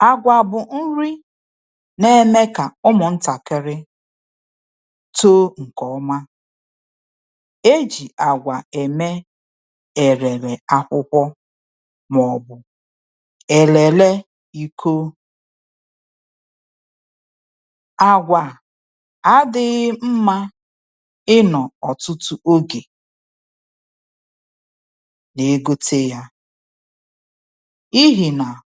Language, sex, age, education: Igbo, female, 30-45, tertiary